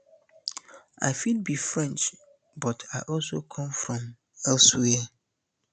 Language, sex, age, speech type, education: Nigerian Pidgin, male, 15-29, spontaneous, tertiary